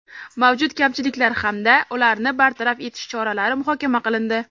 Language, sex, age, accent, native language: Uzbek, female, 18-24, Samarqand, Uzbek